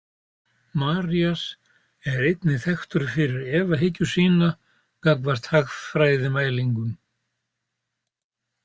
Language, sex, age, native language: Icelandic, male, 70-79, Icelandic